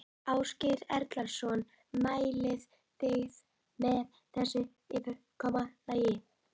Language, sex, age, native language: Icelandic, female, 11, Icelandic